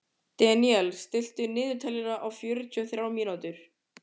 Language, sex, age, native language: Icelandic, male, 14, Icelandic